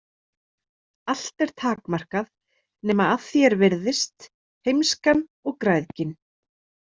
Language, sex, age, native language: Icelandic, female, 30-39, Icelandic